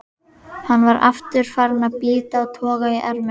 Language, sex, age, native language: Icelandic, female, 11, Icelandic